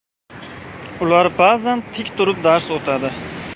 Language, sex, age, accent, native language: Uzbek, male, 18-24, Farg'ona, Uzbek